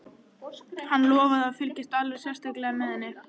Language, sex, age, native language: Icelandic, female, 14, Icelandic